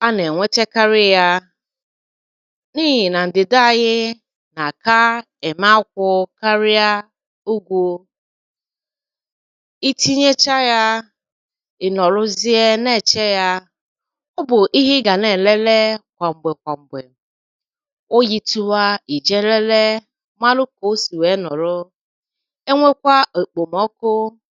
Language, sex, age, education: Igbo, female, 30-45, tertiary